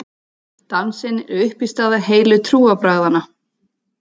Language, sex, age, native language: Icelandic, female, 30-39, Icelandic